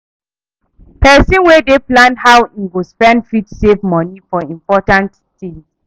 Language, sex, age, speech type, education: Nigerian Pidgin, female, 30-45, read, tertiary